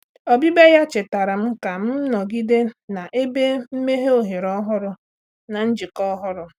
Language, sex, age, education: Igbo, female, 30-45, tertiary